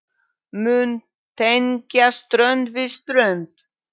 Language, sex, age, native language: Icelandic, male, 9, Polish